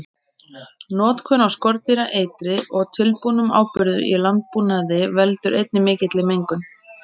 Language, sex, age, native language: Icelandic, female, 30-39, Icelandic